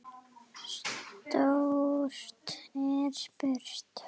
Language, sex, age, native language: Icelandic, female, 8, Icelandic